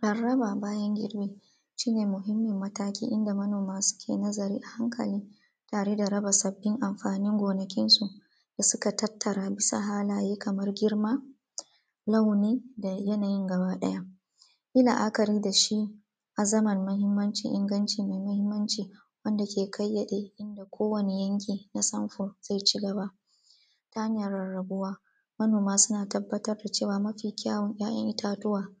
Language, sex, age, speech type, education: Hausa, female, 30-45, spontaneous, tertiary